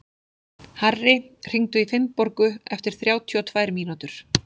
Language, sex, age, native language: Icelandic, male, 16, Icelandic